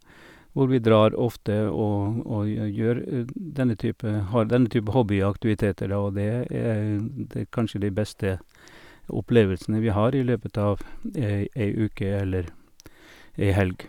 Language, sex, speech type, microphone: Norwegian, male, spontaneous, Sennheiser